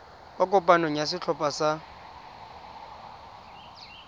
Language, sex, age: Tswana, male, 20